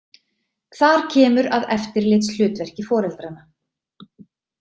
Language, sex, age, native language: Icelandic, female, 30-39, Icelandic